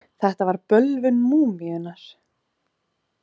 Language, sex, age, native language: Icelandic, female, 30-39, Icelandic